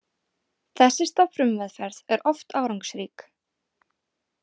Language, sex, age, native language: Icelandic, female, 18-19, Icelandic